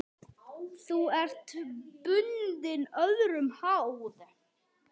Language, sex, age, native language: Icelandic, male, 6, Icelandic